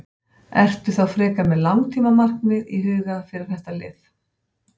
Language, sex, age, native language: Icelandic, female, 50-59, Icelandic